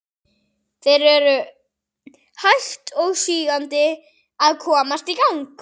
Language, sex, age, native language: Icelandic, female, 40-49, Icelandic